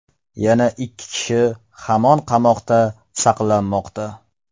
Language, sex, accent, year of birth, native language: Uzbek, male, Farg'ona, 1995, Uzbek